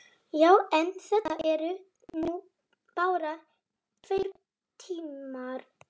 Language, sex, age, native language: Icelandic, male, 30-39, Polish